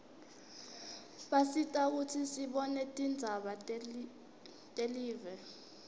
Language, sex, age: Swati, female, 20